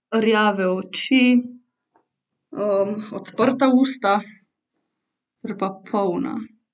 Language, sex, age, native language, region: Slovenian, female, 18-29, Slovenian, Central Slovenia